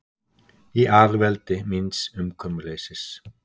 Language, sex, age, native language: Icelandic, male, 60-69, Icelandic